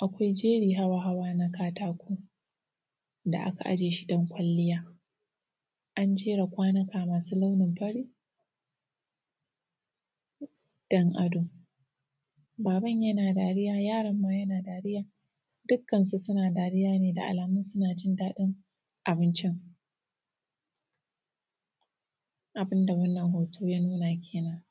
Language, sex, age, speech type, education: Hausa, female, 15-29, spontaneous, tertiary